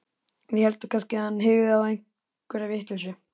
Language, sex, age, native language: Icelandic, male, 13, Icelandic